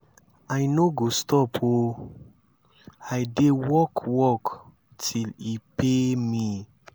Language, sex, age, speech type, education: Nigerian Pidgin, male, 15-29, spontaneous, tertiary